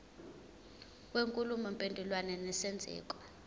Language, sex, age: Zulu, female, 21